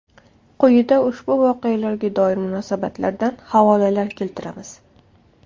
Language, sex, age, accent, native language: Uzbek, female, 19-29, Toshkent viloyati, Uzbek